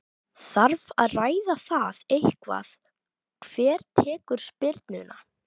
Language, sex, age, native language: Icelandic, female, 12, Icelandic